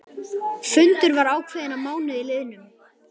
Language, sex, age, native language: Icelandic, male, 11, Icelandic